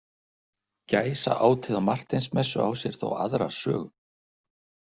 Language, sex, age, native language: Icelandic, male, 60-69, Icelandic